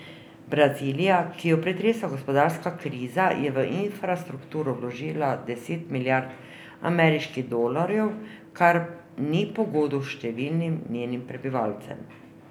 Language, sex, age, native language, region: Slovenian, female, 50-59, Slovenian, Drava region